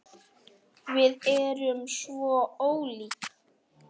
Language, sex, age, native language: Icelandic, male, 9, Icelandic